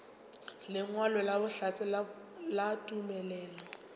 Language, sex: Northern Sotho, female